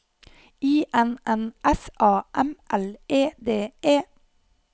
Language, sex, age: Norwegian, female, 28